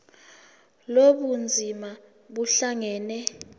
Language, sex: Zulu, female